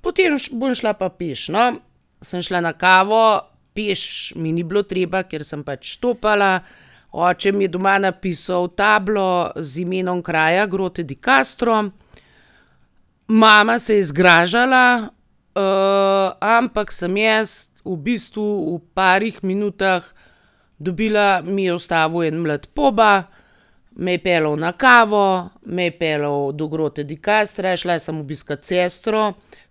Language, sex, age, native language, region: Slovenian, female, 30-49, Slovenian, Gorenjska region